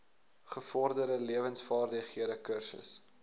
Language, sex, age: Afrikaans, male, 19